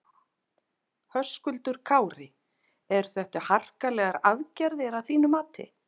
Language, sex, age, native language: Icelandic, female, 40-49, Icelandic